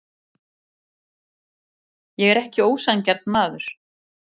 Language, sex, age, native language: Icelandic, female, 40-49, Icelandic